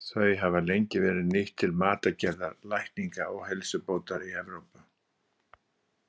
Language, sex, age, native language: Icelandic, male, 60-69, Icelandic